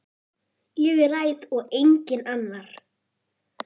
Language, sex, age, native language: Icelandic, female, 8, Icelandic